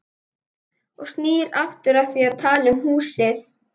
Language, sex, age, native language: Icelandic, female, 11, Icelandic